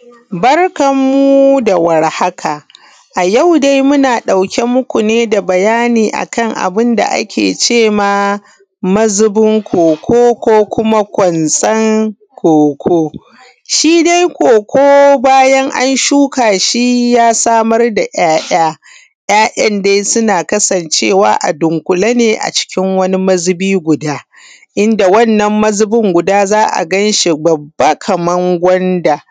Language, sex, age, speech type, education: Hausa, female, 15-29, spontaneous, tertiary